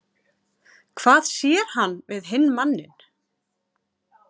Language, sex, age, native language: Icelandic, female, 40-49, Icelandic